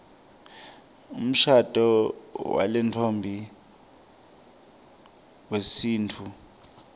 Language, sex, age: Swati, male, 23